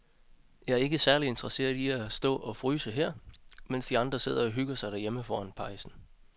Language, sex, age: Danish, male, 30